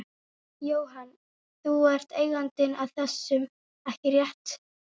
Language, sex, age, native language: Icelandic, female, 12, Icelandic